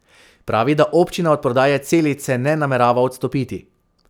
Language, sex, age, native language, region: Slovenian, male, 18-29, Slovenian, Savinja region